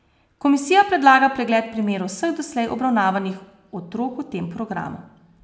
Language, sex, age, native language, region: Slovenian, female, 30-49, Slovenian, Posavska region